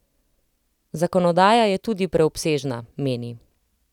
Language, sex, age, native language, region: Slovenian, female, 30-49, Slovenian, Central Slovenia